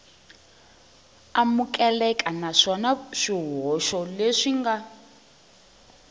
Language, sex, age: Tsonga, female, 20